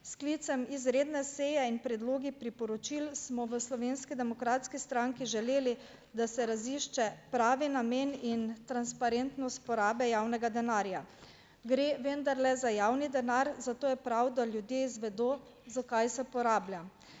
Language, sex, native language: Slovenian, female, Slovenian